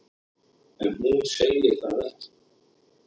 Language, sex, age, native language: Icelandic, male, 30-39, Icelandic